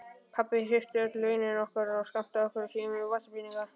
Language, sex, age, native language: Icelandic, male, 12, Icelandic